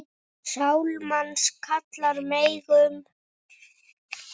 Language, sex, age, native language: Icelandic, female, 7, Icelandic